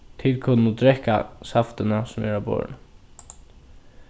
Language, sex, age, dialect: Faroese, male, 15-35, Norðurstreymoy/Eysturoy